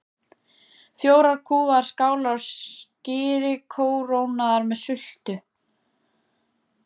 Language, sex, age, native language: Icelandic, female, 14, Icelandic